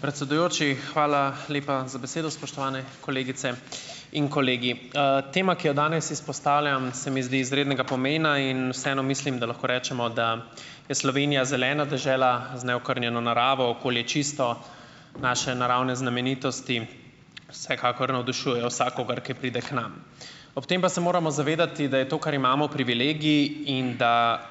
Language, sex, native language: Slovenian, male, Slovenian